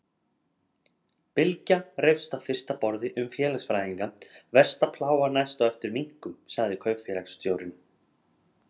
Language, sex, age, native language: Icelandic, male, 30-39, Icelandic